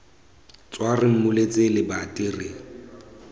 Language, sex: Tswana, male